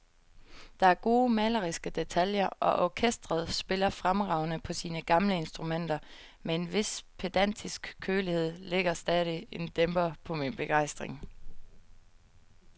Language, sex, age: Danish, female, 22